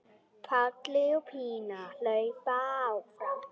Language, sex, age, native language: Icelandic, female, 10, Icelandic